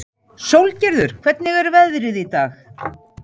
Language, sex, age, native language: Icelandic, female, 40-49, Icelandic